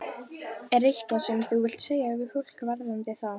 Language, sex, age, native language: Icelandic, female, 12, Icelandic